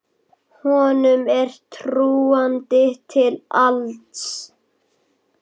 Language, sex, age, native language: Icelandic, male, 8, Icelandic